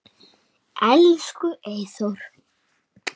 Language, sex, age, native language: Icelandic, male, 7, Icelandic